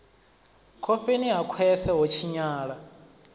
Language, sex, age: Venda, male, 25